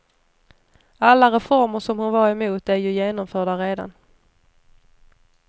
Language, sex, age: Swedish, female, 29